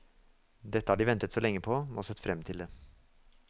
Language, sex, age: Norwegian, male, 24